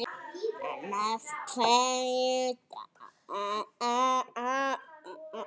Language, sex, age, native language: Icelandic, male, 8, Icelandic